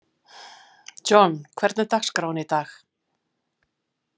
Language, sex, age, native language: Icelandic, female, 50-59, Icelandic